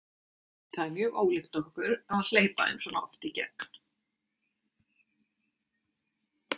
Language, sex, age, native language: Icelandic, female, 50-59, Icelandic